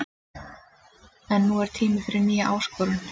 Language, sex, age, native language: Icelandic, female, 30-39, Icelandic